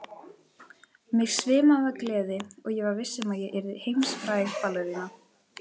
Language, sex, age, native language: Icelandic, female, 18-19, Icelandic